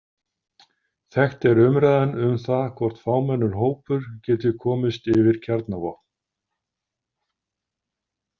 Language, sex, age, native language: Icelandic, male, 50-59, Icelandic